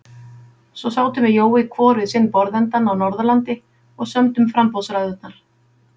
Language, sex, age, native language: Icelandic, female, 50-59, Icelandic